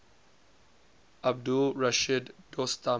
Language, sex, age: English, male, 20